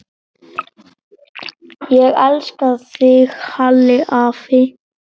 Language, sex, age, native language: Icelandic, male, 9, Icelandic